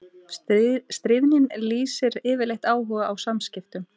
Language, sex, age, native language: Icelandic, female, 18-19, Icelandic